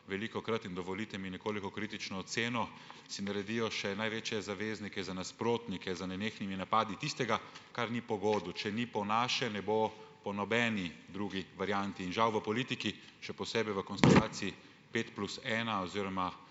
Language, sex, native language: Slovenian, male, Slovenian